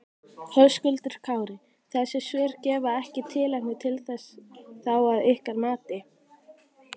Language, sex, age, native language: Icelandic, female, 18-19, Icelandic